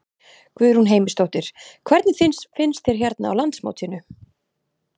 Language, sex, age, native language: Icelandic, female, 30-39, Icelandic